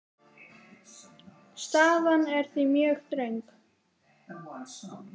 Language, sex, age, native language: Icelandic, female, 10, Icelandic